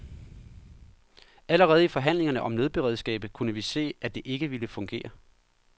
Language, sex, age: Danish, male, 39